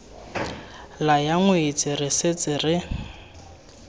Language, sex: Tswana, male